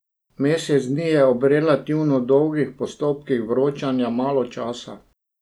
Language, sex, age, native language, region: Slovenian, male, 60+, Slovenian, Drava region